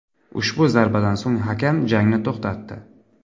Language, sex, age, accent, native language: Uzbek, male, 25-34, Navoiy, Uzbek